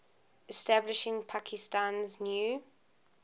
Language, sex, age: English, female, 20